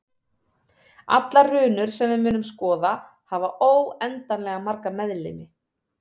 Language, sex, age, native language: Icelandic, female, 30-39, Icelandic